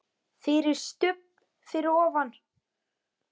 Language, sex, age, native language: Icelandic, male, 9, Icelandic